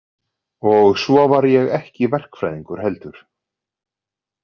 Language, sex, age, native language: Icelandic, male, 40-49, Icelandic